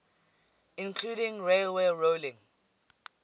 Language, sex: English, female